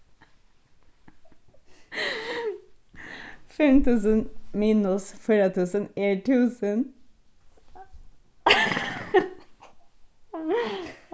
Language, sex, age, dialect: Faroese, female, 15-35, Suðurstreymoy